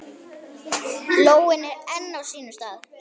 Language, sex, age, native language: Icelandic, male, 10, Icelandic